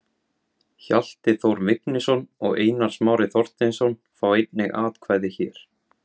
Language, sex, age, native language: Icelandic, male, 17, Icelandic